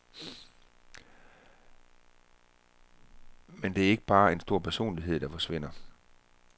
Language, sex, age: Danish, male, 34